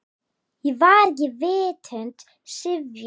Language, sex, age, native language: Icelandic, female, 10, Icelandic